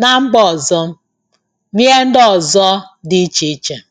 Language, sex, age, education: Igbo, female, 30-45, tertiary